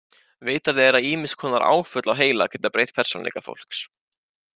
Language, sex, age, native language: Icelandic, male, 18-19, Icelandic